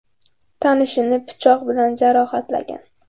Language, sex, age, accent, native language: Uzbek, female, under 19, Navoiy, Uzbek